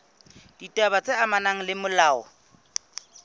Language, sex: Southern Sotho, female